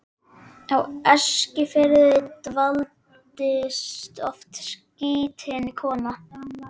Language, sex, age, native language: Icelandic, male, 12, Icelandic